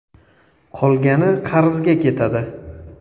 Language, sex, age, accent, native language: Uzbek, male, 19-29, Toshkent viloyati, Uzbek